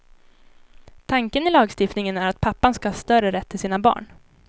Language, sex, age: Swedish, female, 18